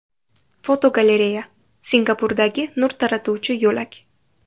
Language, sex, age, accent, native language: Uzbek, female, under 19, Toshkent shahri, Uzbek